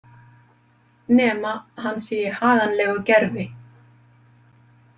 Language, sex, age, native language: Icelandic, female, 50-59, Icelandic